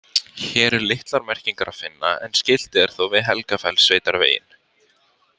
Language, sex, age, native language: Icelandic, male, 50-59, Icelandic